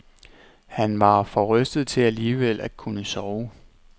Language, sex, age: Danish, male, 29